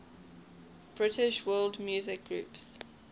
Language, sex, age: English, female, 20